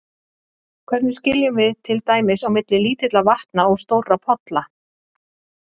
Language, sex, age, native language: Icelandic, female, 30-39, Icelandic